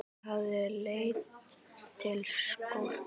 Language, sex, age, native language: Icelandic, male, 10, Icelandic